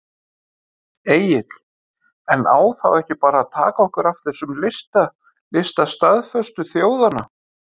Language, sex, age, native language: Icelandic, male, 50-59, Icelandic